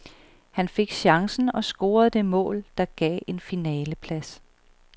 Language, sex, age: Danish, female, 38